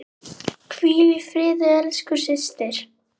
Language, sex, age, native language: Icelandic, female, 8, Icelandic